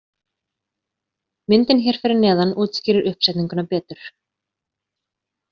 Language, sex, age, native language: Icelandic, female, 30-39, Icelandic